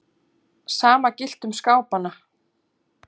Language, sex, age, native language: Icelandic, female, 40-49, Icelandic